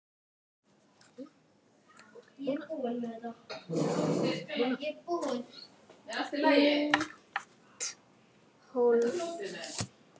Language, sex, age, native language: Icelandic, male, 6, Icelandic